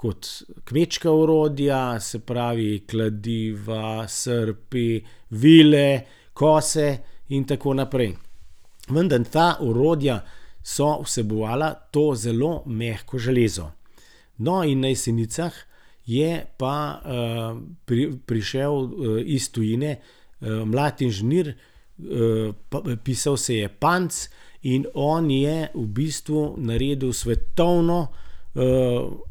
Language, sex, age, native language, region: Slovenian, male, 60+, Slovenian, Gorenjska region